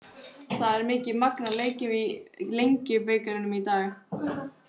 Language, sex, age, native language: Icelandic, female, 18-19, Icelandic